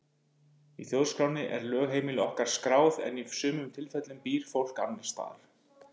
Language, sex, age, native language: Icelandic, male, 50-59, Icelandic